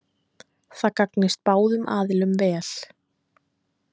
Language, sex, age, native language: Icelandic, female, 20-29, Icelandic